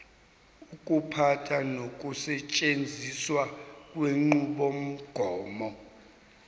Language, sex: Zulu, male